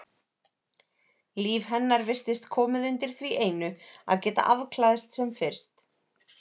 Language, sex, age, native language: Icelandic, female, 30-39, Icelandic